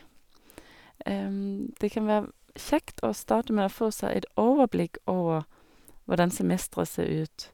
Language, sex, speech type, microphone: Norwegian, female, spontaneous, Sennheiser